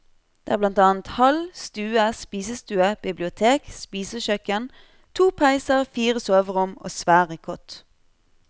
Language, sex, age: Norwegian, female, 25